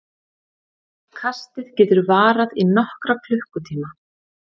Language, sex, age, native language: Icelandic, female, 30-39, Icelandic